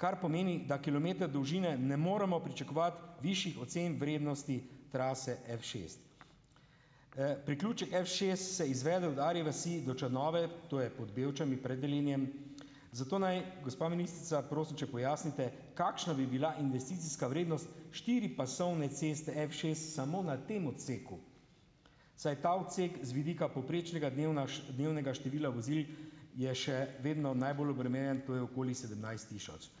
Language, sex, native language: Slovenian, male, Slovenian